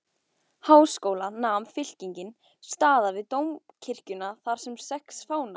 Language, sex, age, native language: Icelandic, female, 14, Icelandic